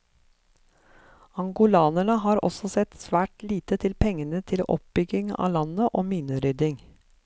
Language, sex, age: Norwegian, female, 54